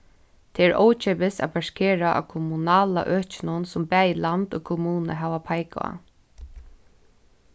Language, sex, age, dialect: Faroese, female, 15-35, Suðurstreymoy